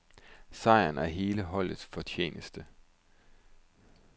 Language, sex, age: Danish, male, 31